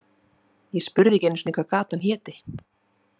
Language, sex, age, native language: Icelandic, female, 30-39, Icelandic